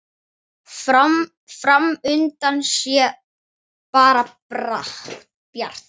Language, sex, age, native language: Icelandic, male, 10, Icelandic